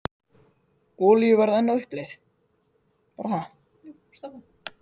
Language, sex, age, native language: Icelandic, male, 30-39, Icelandic